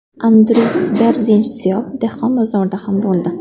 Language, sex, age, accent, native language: Uzbek, female, 19-29, Farg'ona, Uzbek